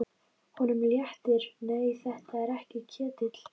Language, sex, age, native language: Icelandic, female, 13, Icelandic